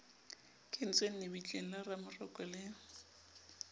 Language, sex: Southern Sotho, female